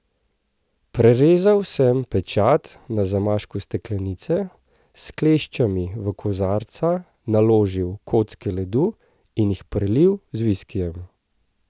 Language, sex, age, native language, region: Slovenian, male, 30-49, Slovenian, Central Slovenia